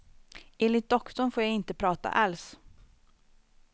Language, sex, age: Swedish, female, 25